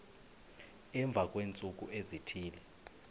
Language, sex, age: Xhosa, male, 20